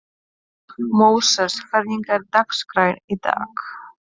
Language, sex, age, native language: Icelandic, female, 30-39, Polish